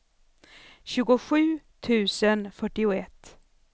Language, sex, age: Swedish, female, 64